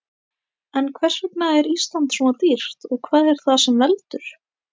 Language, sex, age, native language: Icelandic, female, 18-19, Icelandic